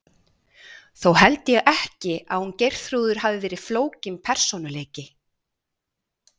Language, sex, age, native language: Icelandic, female, 40-49, Icelandic